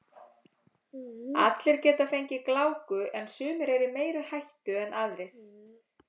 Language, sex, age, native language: Icelandic, female, 30-39, Icelandic